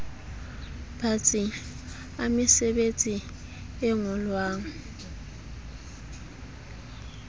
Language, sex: Southern Sotho, female